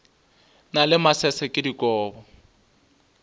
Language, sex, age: Northern Sotho, male, 20